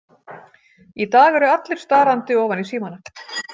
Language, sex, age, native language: Icelandic, female, 40-49, Icelandic